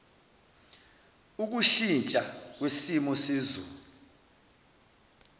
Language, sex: Zulu, male